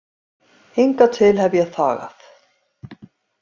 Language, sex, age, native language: Icelandic, female, 50-59, Icelandic